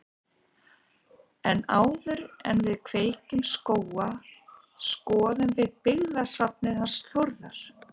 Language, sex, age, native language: Icelandic, female, 50-59, Icelandic